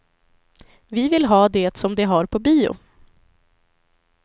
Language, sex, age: Swedish, female, 25